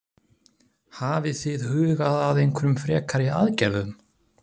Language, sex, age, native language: Icelandic, male, 30-39, Icelandic